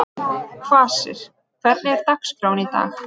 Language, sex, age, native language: Icelandic, female, 30-39, Icelandic